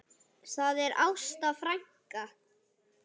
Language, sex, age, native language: Icelandic, male, 8, Icelandic